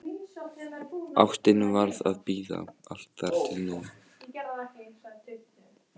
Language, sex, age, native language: Icelandic, male, 14, Icelandic